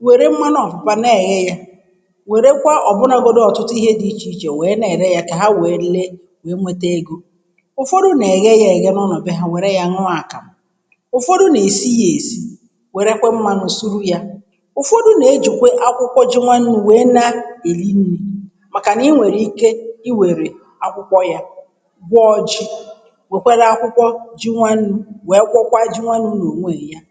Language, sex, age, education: Igbo, female, 30-45, primary